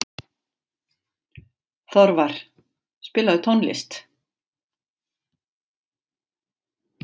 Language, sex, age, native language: Icelandic, female, 40-49, Icelandic